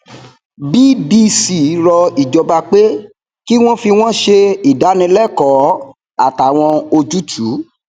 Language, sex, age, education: Yoruba, male, 30-45, tertiary